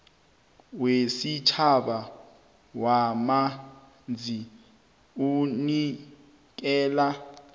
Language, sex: South Ndebele, male